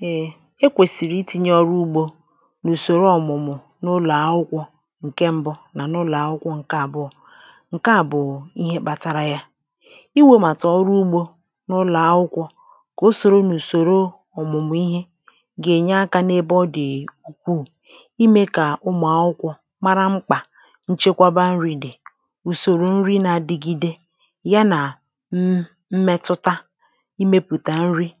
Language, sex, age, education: Igbo, female, 30-45, tertiary